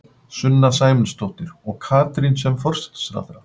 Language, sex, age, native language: Icelandic, male, 50-59, Icelandic